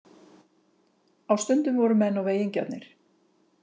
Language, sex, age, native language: Icelandic, female, 50-59, Icelandic